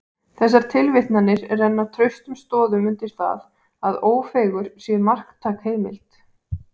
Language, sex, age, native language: Icelandic, female, 18-19, Icelandic